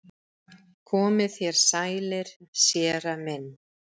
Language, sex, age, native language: Icelandic, female, 30-39, Icelandic